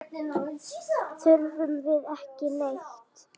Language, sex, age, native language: Icelandic, female, 8, Icelandic